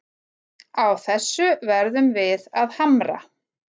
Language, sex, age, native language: Icelandic, female, 40-49, Icelandic